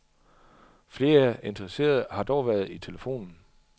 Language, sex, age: Danish, male, 38